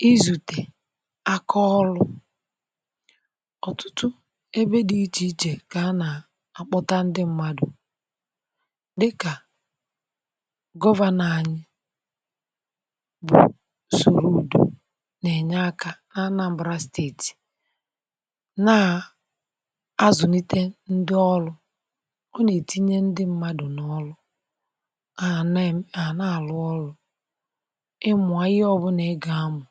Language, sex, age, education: Igbo, female, 60+, tertiary